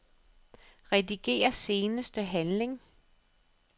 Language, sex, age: Danish, female, 35